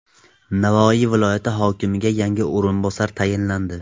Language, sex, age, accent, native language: Uzbek, male, 18-24, Toshkent viloyati, Tajik